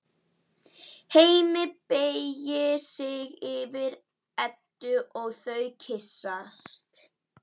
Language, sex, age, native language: Icelandic, female, 11, Icelandic